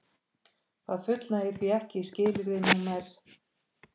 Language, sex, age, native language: Icelandic, female, 50-59, Icelandic